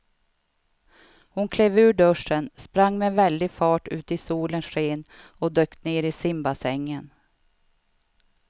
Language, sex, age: Swedish, female, 52